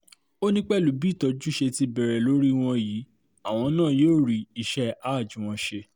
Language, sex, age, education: Yoruba, male, 30-45, tertiary